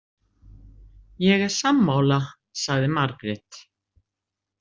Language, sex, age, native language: Icelandic, female, 60-69, Icelandic